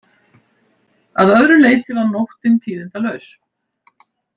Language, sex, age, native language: Icelandic, female, 70-79, Icelandic